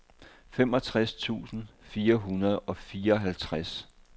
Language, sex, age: Danish, male, 58